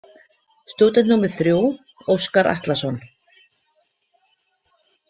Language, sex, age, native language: Icelandic, female, 50-59, Icelandic